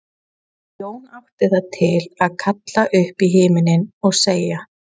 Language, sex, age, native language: Icelandic, female, 20-29, Icelandic